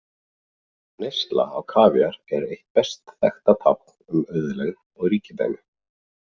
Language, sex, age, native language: Icelandic, male, 40-49, Icelandic